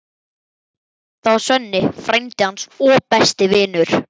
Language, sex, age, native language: Icelandic, male, 11, Icelandic